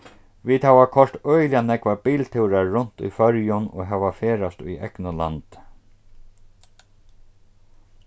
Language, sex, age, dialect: Faroese, male, 36-60, Norðurstreymoy/Eysturoy